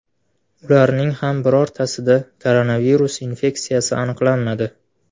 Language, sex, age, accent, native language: Uzbek, male, 18-24, Farg'ona, Uzbek